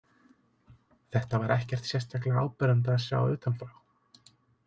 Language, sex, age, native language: Icelandic, male, 30-39, Icelandic